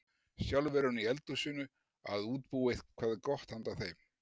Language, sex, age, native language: Icelandic, male, 60-69, Icelandic